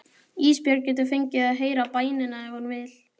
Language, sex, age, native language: Icelandic, male, 12, Icelandic